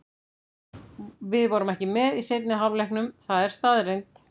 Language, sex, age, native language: Icelandic, female, 50-59, Icelandic